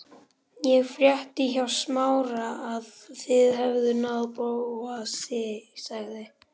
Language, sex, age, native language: Icelandic, male, 11, Icelandic